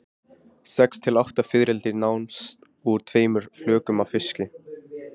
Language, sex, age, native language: Icelandic, male, 15, Icelandic